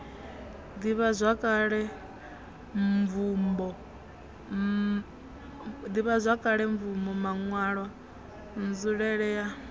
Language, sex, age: Venda, female, 21